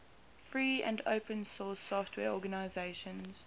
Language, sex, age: English, female, 18